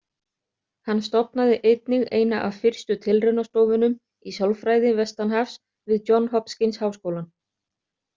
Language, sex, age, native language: Icelandic, other, 30-39, Icelandic